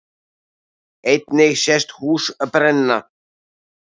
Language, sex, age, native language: Icelandic, male, 60-69, Icelandic